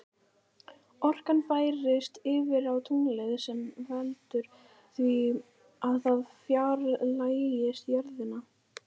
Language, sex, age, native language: Icelandic, female, 18-19, Icelandic